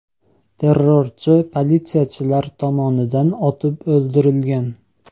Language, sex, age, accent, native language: Uzbek, male, 18-24, Andijon, Uzbek